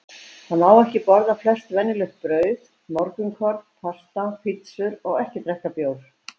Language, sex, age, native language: Icelandic, female, 70-79, Icelandic